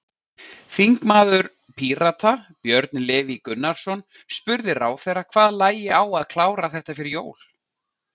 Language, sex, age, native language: Icelandic, male, 40-49, Icelandic